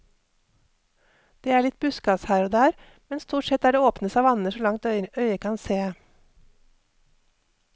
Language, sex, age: Norwegian, female, 48